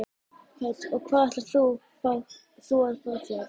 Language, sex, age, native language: Icelandic, female, 14, Icelandic